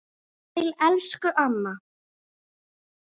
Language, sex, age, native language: Icelandic, female, 9, Icelandic